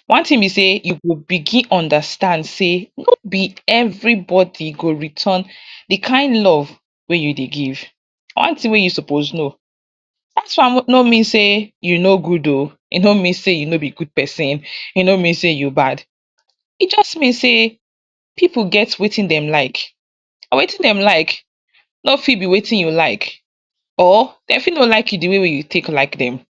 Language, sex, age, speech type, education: Nigerian Pidgin, female, 46-60, spontaneous, tertiary